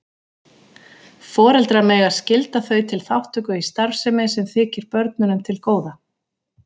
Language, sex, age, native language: Icelandic, female, 40-49, Icelandic